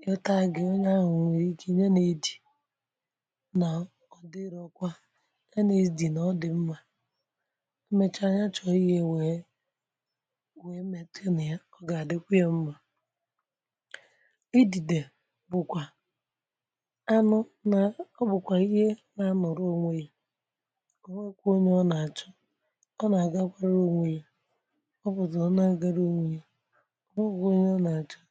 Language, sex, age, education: Igbo, male, 30-45, tertiary